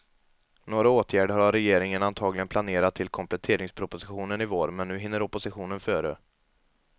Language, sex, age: Swedish, male, 22